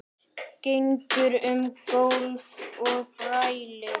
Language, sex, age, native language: Icelandic, male, 9, Icelandic